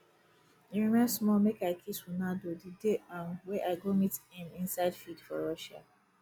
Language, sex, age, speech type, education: Nigerian Pidgin, female, 30-45, spontaneous, tertiary